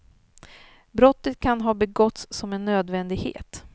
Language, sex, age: Swedish, female, 39